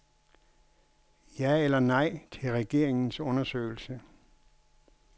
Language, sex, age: Danish, male, 61